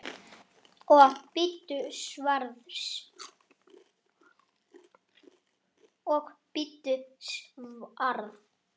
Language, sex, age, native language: Icelandic, male, 7, Icelandic